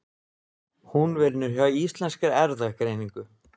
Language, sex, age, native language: Icelandic, male, 20-29, Icelandic